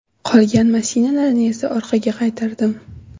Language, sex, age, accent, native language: Uzbek, female, under 19, Toshkent shahri, Uzbek